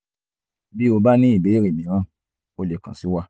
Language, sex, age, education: Yoruba, male, 15-29, tertiary